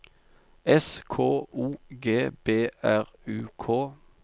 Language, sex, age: Norwegian, male, 45